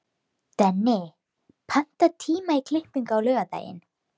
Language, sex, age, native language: Icelandic, female, 12, Icelandic